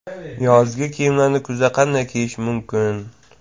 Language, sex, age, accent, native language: Uzbek, male, 18-24, Jizzax, Uzbek